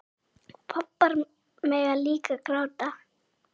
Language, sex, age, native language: Icelandic, female, 7, Icelandic